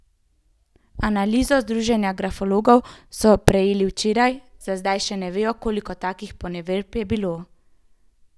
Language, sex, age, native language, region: Slovenian, female, 18-29, Slovenian, Central Slovenia